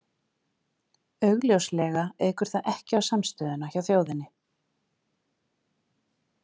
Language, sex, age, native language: Icelandic, female, 50-59, Icelandic